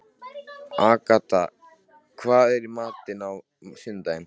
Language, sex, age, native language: Icelandic, male, 13, Icelandic